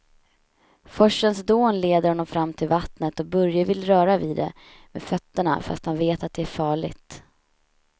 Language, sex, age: Swedish, female, 31